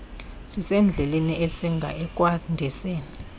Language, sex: Xhosa, female